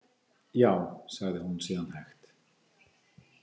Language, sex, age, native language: Icelandic, male, 50-59, Icelandic